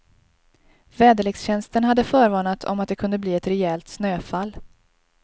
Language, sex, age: Swedish, female, 23